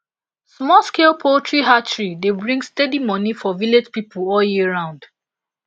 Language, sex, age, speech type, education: Nigerian Pidgin, female, 15-29, spontaneous, tertiary